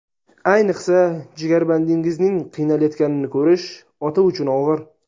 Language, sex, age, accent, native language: Uzbek, male, 19-29, Sirdaryo, Uzbek